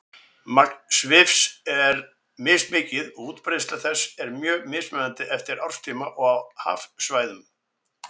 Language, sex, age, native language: Icelandic, male, 60-69, Icelandic